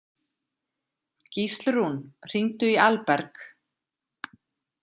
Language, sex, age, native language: Icelandic, female, 40-49, Icelandic